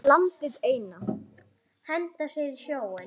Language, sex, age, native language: Icelandic, female, 9, Icelandic